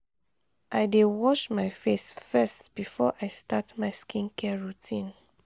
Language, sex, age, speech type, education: Nigerian Pidgin, female, 30-45, spontaneous, tertiary